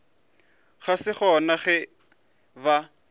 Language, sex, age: Northern Sotho, male, 20